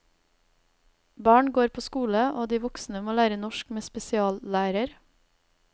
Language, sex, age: Norwegian, female, 32